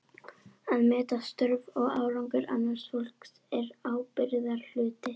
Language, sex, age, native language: Icelandic, female, 11, Icelandic